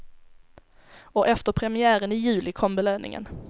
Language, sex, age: Swedish, female, 17